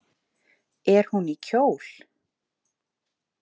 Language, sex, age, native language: Icelandic, female, 30-39, Icelandic